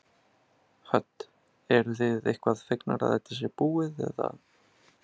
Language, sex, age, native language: Icelandic, male, 30-39, Icelandic